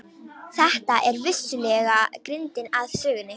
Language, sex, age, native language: Icelandic, female, 18-19, Romanian